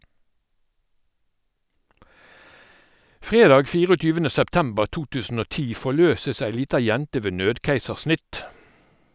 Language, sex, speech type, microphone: Norwegian, male, read, Sennheiser